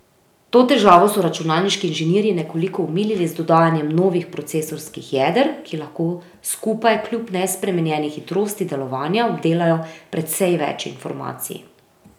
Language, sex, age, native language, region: Slovenian, female, 30-49, Slovenian, Drava region